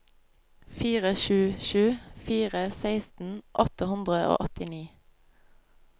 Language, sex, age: Norwegian, female, 25